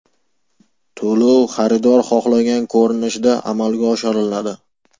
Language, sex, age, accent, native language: Uzbek, male, 18-24, Farg'ona, Uzbek